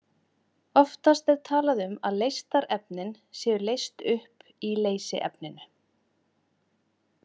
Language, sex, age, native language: Icelandic, female, 30-39, Icelandic